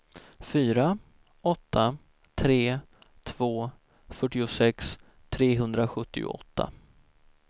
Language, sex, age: Swedish, male, 17